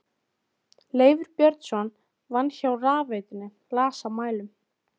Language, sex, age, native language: Icelandic, female, 13, Icelandic